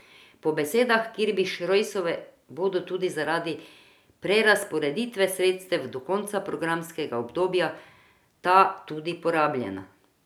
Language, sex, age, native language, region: Slovenian, female, 50-59, Croatian, Drava region